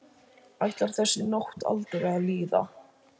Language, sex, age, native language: Icelandic, male, 12, Icelandic